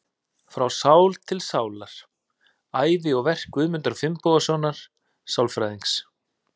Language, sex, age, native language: Icelandic, male, 30-39, Icelandic